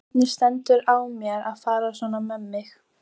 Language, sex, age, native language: Icelandic, female, 14, Icelandic